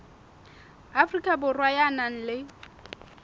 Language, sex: Southern Sotho, female